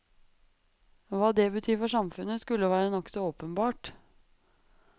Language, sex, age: Norwegian, female, 23